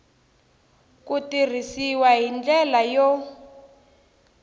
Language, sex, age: Tsonga, female, 18